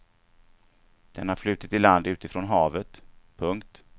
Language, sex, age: Swedish, male, 49